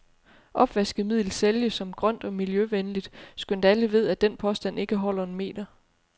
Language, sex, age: Danish, female, 30